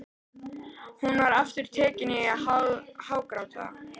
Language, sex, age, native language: Icelandic, female, 13, Icelandic